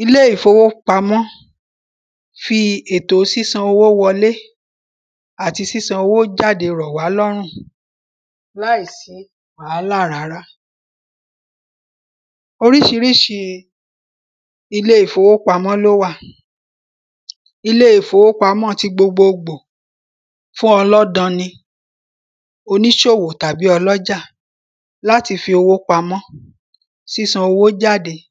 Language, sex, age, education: Yoruba, female, 46-60, primary